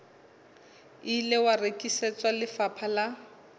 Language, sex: Southern Sotho, female